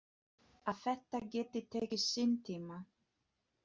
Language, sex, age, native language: Icelandic, female, 30-39, Polish